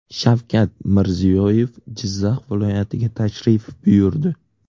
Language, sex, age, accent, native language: Uzbek, male, 18-24, Navoiy, Uzbek